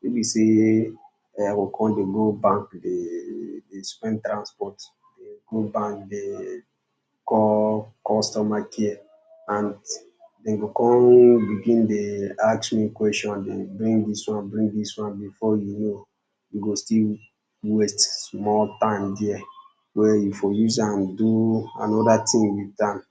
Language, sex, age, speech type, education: Nigerian Pidgin, male, 15-29, spontaneous, secondary